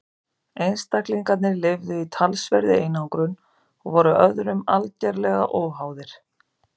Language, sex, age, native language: Icelandic, female, 50-59, Icelandic